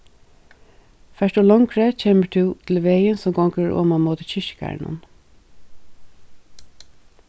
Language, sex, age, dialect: Faroese, female, 36-60, Suðurstreymoy